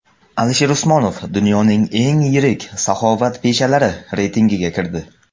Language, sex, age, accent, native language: Uzbek, male, under 19, Samarqand, Uzbek